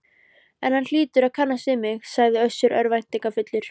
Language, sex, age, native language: Icelandic, female, 13, Icelandic